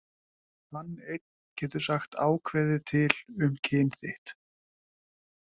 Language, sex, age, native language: Icelandic, male, 20-29, Icelandic